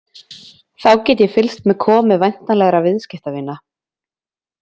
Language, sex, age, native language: Icelandic, female, 20-29, Icelandic